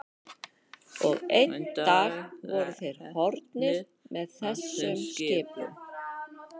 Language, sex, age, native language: Icelandic, male, 12, Icelandic